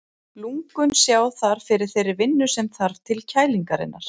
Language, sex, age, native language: Icelandic, female, 40-49, Icelandic